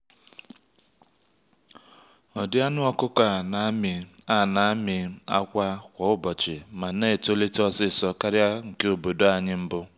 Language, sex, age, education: Igbo, male, 30-45, tertiary